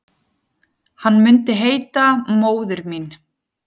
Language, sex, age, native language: Icelandic, female, 10, Icelandic